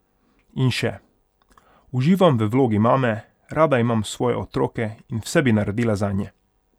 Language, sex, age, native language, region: Slovenian, male, 18-29, Hungarian, Pomurje region